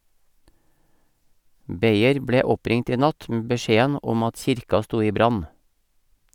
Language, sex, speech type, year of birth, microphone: Norwegian, male, read, 1956, Sennheiser